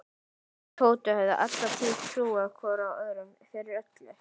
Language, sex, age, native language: Icelandic, female, 11, Icelandic